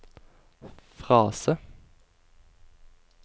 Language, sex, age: Norwegian, male, 24